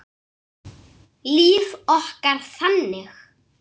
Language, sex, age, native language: Icelandic, male, 6, Icelandic